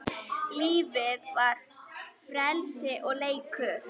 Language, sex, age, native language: Icelandic, female, 10, Icelandic